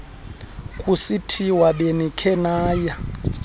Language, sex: Xhosa, male